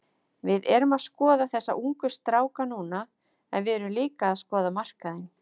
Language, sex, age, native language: Icelandic, female, 50-59, Icelandic